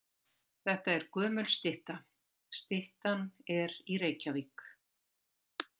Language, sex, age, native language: Icelandic, female, 60-69, Icelandic